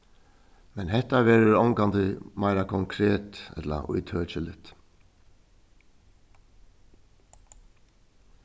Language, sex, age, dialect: Faroese, male, 61+, Suðurstreymoy